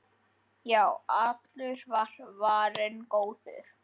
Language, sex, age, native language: Icelandic, male, 10, Icelandic